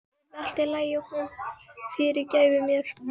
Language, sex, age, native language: Icelandic, female, 12, Icelandic